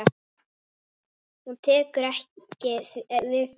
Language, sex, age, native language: Icelandic, female, 8, Icelandic